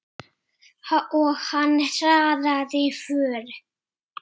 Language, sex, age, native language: Icelandic, male, 9, Icelandic